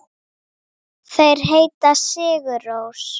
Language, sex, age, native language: Icelandic, female, 7, Icelandic